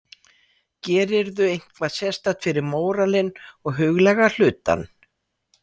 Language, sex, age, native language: Icelandic, female, 60-69, Icelandic